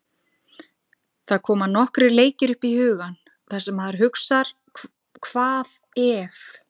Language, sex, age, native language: Icelandic, female, 50-59, Icelandic